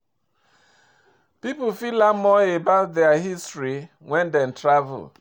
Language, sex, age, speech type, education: Nigerian Pidgin, male, 46-60, read, tertiary